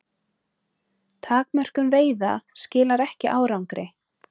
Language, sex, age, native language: Icelandic, female, 30-39, Icelandic